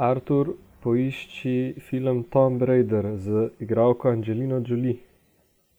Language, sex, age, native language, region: Slovenian, male, 18-29, Slovenian, Gorica region